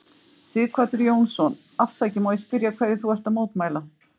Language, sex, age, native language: Icelandic, female, 50-59, Icelandic